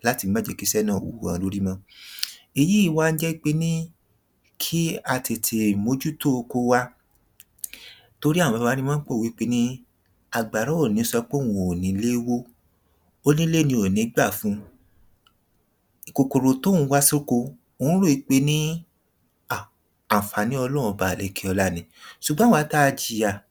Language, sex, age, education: Yoruba, male, 30-45, tertiary